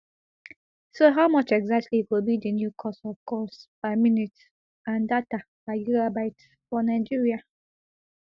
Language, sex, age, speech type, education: Nigerian Pidgin, female, 15-29, spontaneous, tertiary